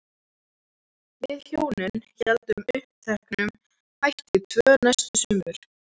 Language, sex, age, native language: Icelandic, male, 14, Icelandic